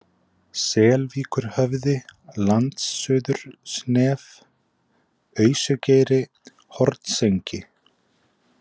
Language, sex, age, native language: Icelandic, male, 20-29, Icelandic